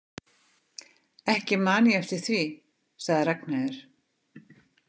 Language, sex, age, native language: Icelandic, female, 50-59, Icelandic